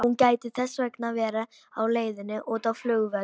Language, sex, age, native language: Icelandic, female, 18-19, Polish